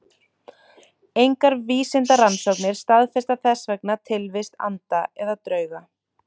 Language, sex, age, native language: Icelandic, male, 30-39, Icelandic